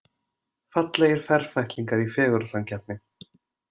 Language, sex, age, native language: Icelandic, male, 20-29, Icelandic